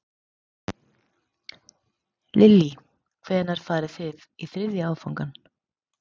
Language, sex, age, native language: Icelandic, female, 40-49, Icelandic